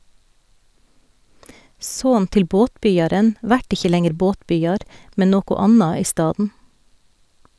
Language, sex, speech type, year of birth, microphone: Norwegian, female, read, 1969, Sennheiser